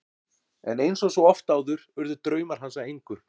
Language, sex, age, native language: Icelandic, male, 40-49, Icelandic